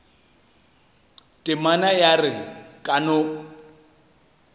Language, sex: Northern Sotho, male